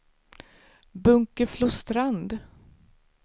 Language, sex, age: Swedish, female, 49